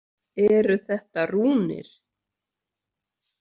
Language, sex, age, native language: Icelandic, female, 30-39, Icelandic